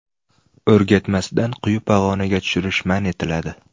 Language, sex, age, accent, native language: Uzbek, male, 18-24, Namangan, Uzbek